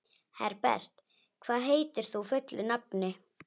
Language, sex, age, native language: Icelandic, female, 11, Icelandic